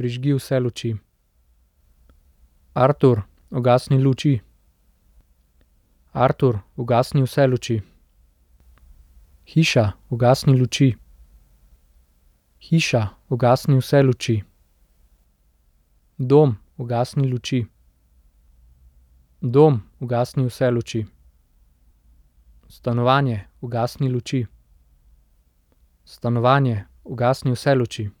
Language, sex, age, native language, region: Slovenian, male, 18-29, Slovenian, Central Slovenia